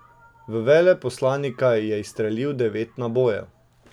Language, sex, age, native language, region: Slovenian, male, 18-29, Slovenian, Drava region